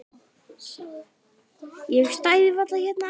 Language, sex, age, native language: Icelandic, female, 10, Icelandic